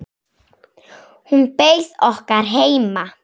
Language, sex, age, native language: Icelandic, female, 7, Icelandic